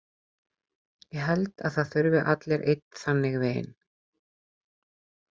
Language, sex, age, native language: Icelandic, female, 30-39, Icelandic